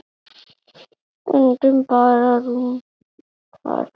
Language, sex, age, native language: Icelandic, male, 8, Icelandic